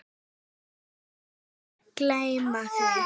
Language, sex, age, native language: Icelandic, female, 9, Icelandic